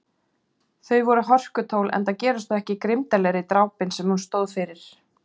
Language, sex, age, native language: Icelandic, female, 40-49, Icelandic